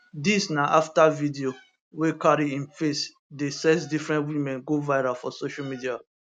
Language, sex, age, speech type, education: Nigerian Pidgin, male, 15-29, spontaneous, tertiary